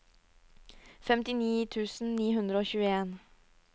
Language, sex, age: Norwegian, female, 22